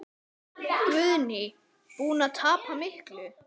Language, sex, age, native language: Icelandic, male, 9, Icelandic